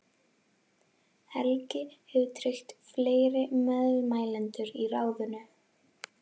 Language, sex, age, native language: Icelandic, female, 11, Icelandic